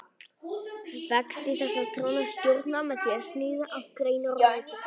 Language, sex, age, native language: Icelandic, male, 18-19, Icelandic